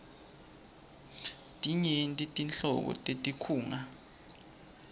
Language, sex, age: Swati, male, 20